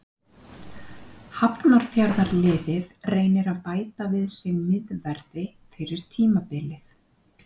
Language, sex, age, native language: Icelandic, female, 50-59, Icelandic